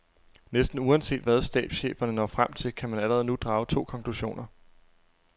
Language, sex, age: Danish, male, 23